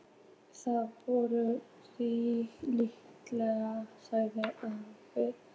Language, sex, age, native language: Icelandic, female, 14, Icelandic